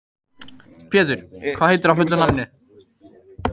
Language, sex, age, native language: Icelandic, male, 18-19, Icelandic